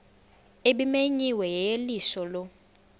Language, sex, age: Xhosa, female, 20